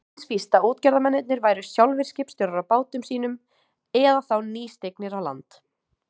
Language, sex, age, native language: Icelandic, female, 18-19, Icelandic